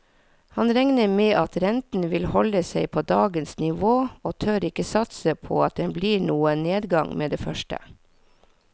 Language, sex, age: Norwegian, female, 40